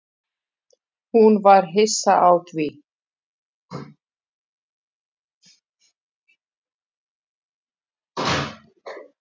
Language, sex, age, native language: Icelandic, female, 50-59, Icelandic